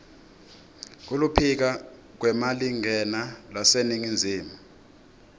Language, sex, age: Swati, male, 26